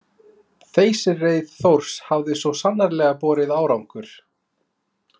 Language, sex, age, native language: Icelandic, male, 20-29, Icelandic